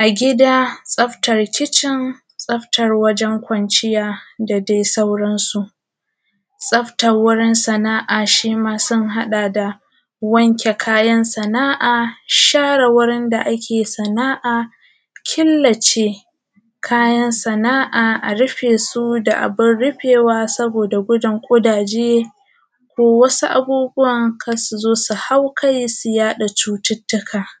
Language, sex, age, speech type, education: Hausa, female, 15-29, spontaneous, primary